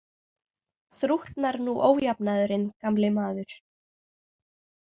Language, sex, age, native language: Icelandic, female, 18-19, Icelandic